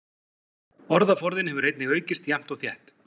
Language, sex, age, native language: Icelandic, male, 40-49, Icelandic